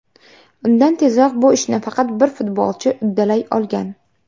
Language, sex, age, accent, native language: Uzbek, female, 18-24, Namangan, Uzbek